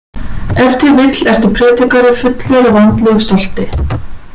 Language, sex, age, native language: Icelandic, female, 40-49, Icelandic